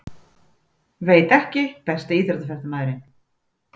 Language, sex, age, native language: Icelandic, female, 40-49, Icelandic